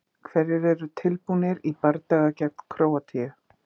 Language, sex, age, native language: Icelandic, female, 50-59, Icelandic